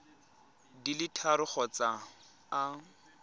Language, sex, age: Tswana, male, 23